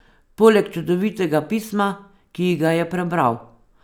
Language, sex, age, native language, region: Slovenian, female, 50-59, Slovenian, Savinja region